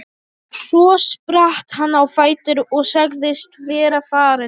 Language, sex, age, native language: Icelandic, other, 18-19, Polish